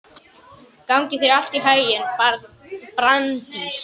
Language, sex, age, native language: Icelandic, male, 11, Icelandic